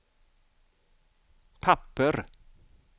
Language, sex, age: Swedish, male, 55